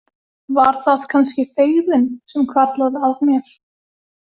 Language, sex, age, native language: Icelandic, female, 18-19, Icelandic